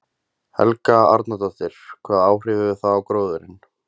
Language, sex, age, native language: Icelandic, male, 20-29, Icelandic